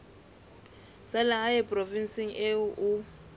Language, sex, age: Southern Sotho, female, 20